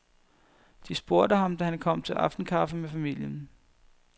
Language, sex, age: Danish, male, 21